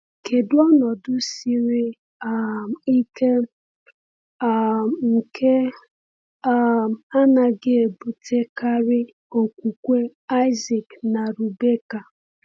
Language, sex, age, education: Igbo, female, 15-29, tertiary